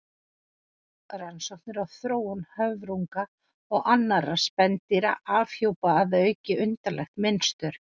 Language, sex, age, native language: Icelandic, female, 40-49, Icelandic